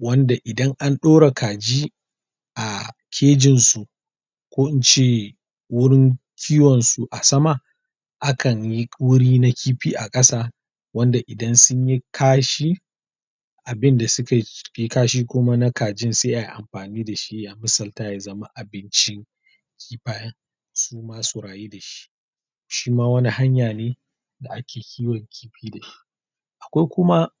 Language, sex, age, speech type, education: Hausa, male, 30-45, spontaneous, primary